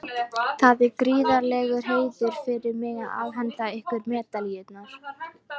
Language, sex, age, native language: Icelandic, female, 18-19, Icelandic